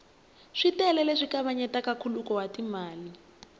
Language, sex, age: Tsonga, female, 21